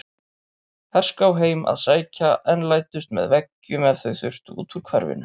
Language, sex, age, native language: Icelandic, male, 30-39, Icelandic